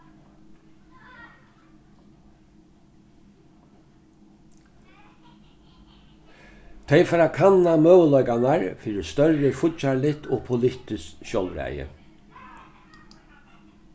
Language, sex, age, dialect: Faroese, male, 61+, Norðurstreymoy/Eysturoy